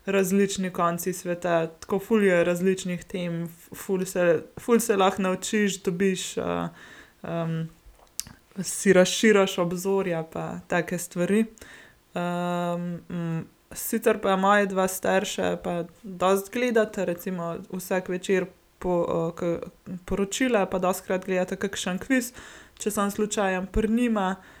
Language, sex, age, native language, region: Slovenian, female, 18-29, Slovenian, Gorenjska region